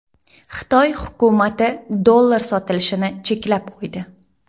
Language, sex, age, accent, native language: Uzbek, female, 18-24, Jizzax, Uzbek